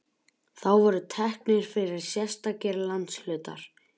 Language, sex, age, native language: Icelandic, male, 11, Icelandic